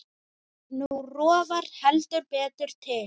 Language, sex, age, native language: Icelandic, male, 9, Icelandic